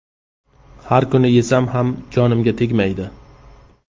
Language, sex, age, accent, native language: Uzbek, male, 35+, Qashqadaryo, Uzbek